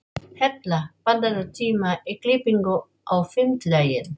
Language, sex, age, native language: Icelandic, female, 40-49, Filipino